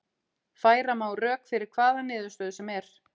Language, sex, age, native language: Icelandic, female, 40-49, Icelandic